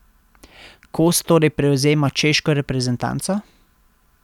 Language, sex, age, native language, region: Slovenian, male, 30-49, Slovenian, Central Slovenia